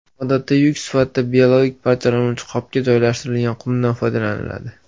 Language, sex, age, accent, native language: Uzbek, male, 18-24, Farg'ona, Uzbek